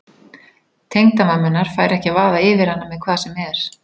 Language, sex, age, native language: Icelandic, female, 40-49, Icelandic